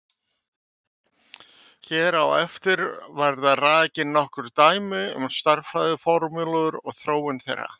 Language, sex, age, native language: Icelandic, male, 50-59, Icelandic